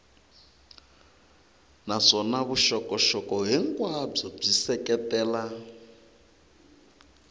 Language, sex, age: Tsonga, male, 22